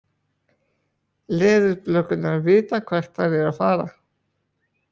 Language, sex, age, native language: Icelandic, male, 20-29, Icelandic